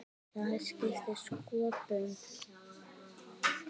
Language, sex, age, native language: Icelandic, female, 6, Icelandic